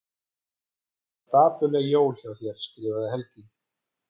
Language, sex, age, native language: Icelandic, female, 14, Icelandic